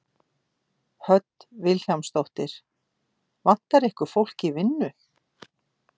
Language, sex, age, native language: Icelandic, female, 50-59, Icelandic